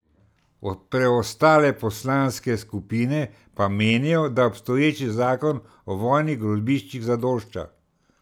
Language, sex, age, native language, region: Slovenian, male, 60+, Slovenian, Central Slovenia